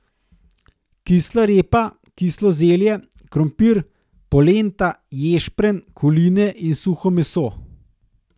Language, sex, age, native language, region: Slovenian, male, 30-49, Slovenian, Gorenjska region